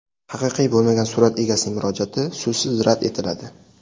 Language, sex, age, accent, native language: Uzbek, male, 18-24, Sirdaryo, Uzbek